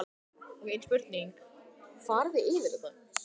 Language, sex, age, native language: Icelandic, male, 18-19, Icelandic